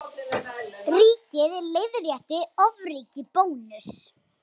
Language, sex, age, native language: Icelandic, female, 60-69, Icelandic